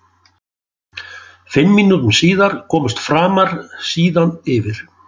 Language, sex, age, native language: Icelandic, male, 60-69, Icelandic